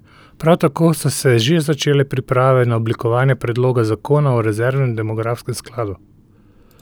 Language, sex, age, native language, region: Slovenian, male, 30-49, Slovenian, Central Slovenia